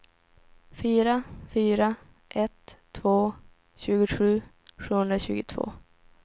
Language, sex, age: Swedish, female, 17